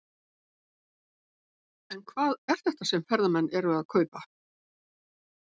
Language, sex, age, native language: Icelandic, female, 70-79, Icelandic